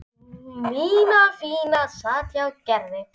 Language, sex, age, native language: Icelandic, female, 10, Icelandic